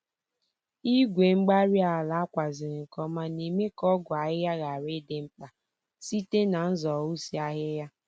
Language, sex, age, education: Igbo, female, 15-29, tertiary